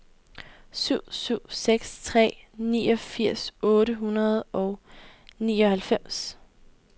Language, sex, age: Danish, female, 18